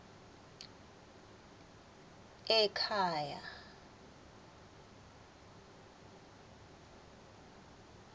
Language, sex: Swati, female